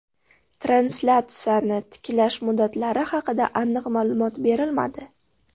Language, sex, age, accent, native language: Uzbek, female, 18-24, Farg'ona, Uzbek